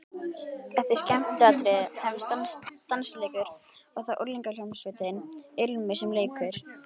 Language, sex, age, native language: Icelandic, female, 18-19, Icelandic